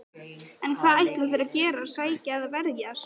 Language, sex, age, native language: Icelandic, female, 11, Icelandic